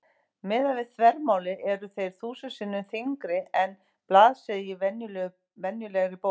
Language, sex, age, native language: Icelandic, female, 50-59, Icelandic